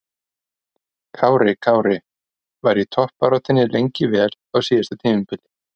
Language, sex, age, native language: Icelandic, male, 30-39, Icelandic